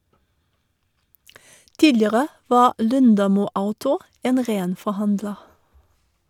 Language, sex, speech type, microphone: Norwegian, female, read, Shure